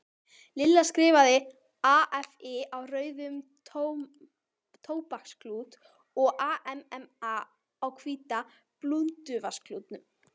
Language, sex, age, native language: Icelandic, female, 18-19, Icelandic